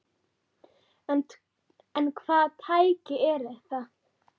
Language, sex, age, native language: Icelandic, female, 9, Icelandic